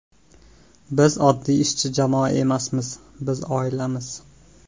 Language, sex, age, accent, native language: Uzbek, male, 19-29, Andijon, Uzbek